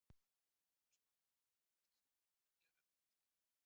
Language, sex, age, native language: Icelandic, male, 70-79, Icelandic